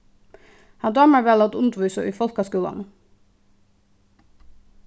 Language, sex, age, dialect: Faroese, female, 15-35, Suðuroy